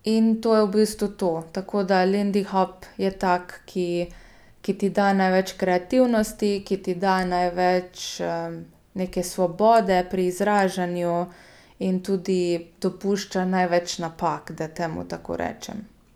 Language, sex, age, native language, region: Slovenian, female, 30-49, Slovenian, Gorica region